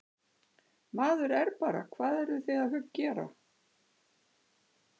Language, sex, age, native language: Icelandic, female, 60-69, Icelandic